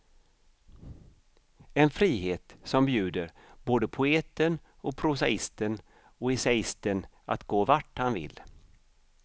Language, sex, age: Swedish, male, 55